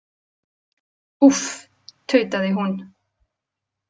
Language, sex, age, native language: Icelandic, female, 20-29, Icelandic